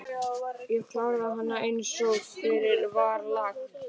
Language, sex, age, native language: Icelandic, male, 12, Icelandic